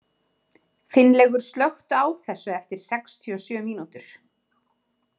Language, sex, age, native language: Icelandic, female, 30-39, Icelandic